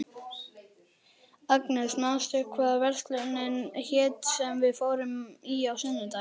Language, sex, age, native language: Icelandic, male, 11, Icelandic